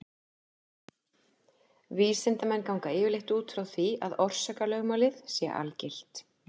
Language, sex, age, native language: Icelandic, female, 50-59, Icelandic